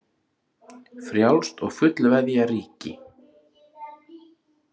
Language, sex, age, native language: Icelandic, male, 30-39, Icelandic